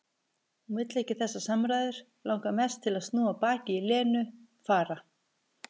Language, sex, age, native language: Icelandic, female, 50-59, Icelandic